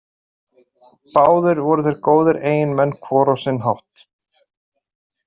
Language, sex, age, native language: Icelandic, male, 30-39, Icelandic